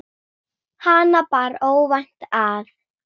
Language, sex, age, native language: Icelandic, female, 8, Icelandic